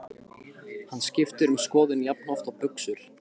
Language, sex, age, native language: Icelandic, male, 15, Icelandic